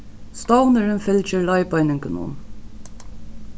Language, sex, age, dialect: Faroese, female, 36-60, Norðuroyggjar